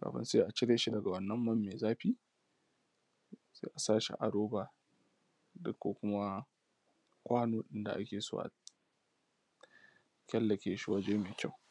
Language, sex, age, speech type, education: Hausa, male, 15-29, spontaneous, tertiary